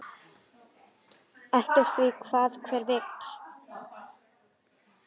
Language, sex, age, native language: Icelandic, female, 10, Icelandic